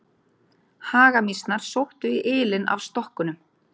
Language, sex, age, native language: Icelandic, female, 30-39, Icelandic